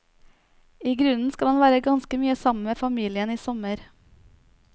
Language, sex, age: Norwegian, female, 29